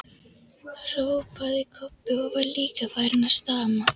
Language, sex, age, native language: Icelandic, female, 11, Icelandic